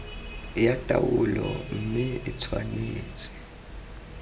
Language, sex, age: Tswana, male, 23